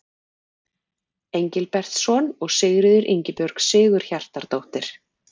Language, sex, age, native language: Icelandic, female, 40-49, Icelandic